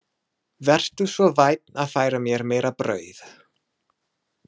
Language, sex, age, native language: Icelandic, male, 30-39, English